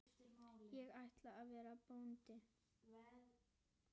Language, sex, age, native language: Icelandic, female, 10, Icelandic